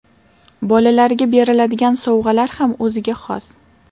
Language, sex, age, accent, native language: Uzbek, female, 18-24, Toshkent shahri, Uzbek